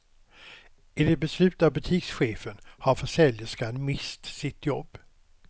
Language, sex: Swedish, male